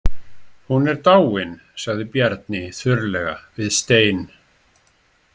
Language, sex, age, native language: Icelandic, male, 60-69, Icelandic